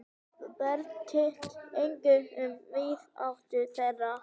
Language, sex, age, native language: Icelandic, female, 10, Icelandic